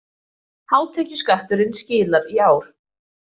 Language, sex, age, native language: Icelandic, female, 20-29, Icelandic